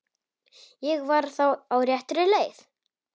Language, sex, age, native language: Icelandic, male, 18-19, Polish